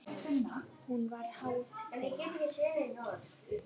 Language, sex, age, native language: Icelandic, female, 9, Icelandic